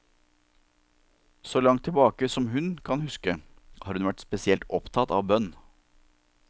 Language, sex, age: Norwegian, male, 47